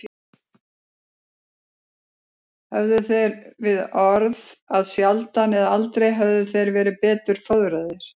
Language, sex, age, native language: Icelandic, female, 50-59, Icelandic